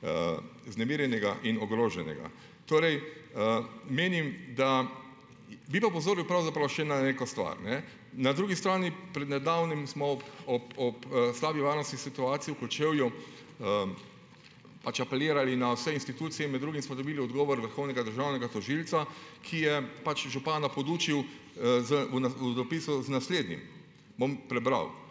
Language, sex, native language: Slovenian, male, Slovenian